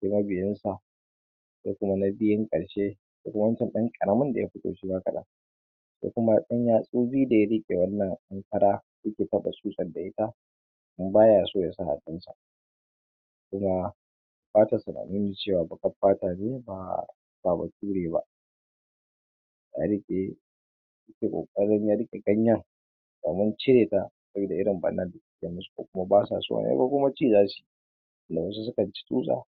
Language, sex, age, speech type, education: Hausa, male, 15-29, spontaneous, tertiary